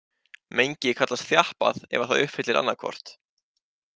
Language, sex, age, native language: Icelandic, male, 18-19, Icelandic